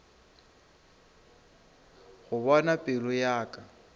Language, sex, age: Northern Sotho, female, 26